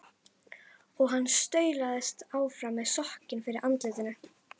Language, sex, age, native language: Icelandic, female, 11, Icelandic